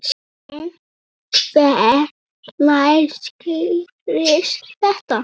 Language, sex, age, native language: Icelandic, male, 8, Icelandic